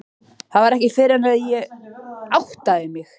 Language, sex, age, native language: Icelandic, male, 13, Icelandic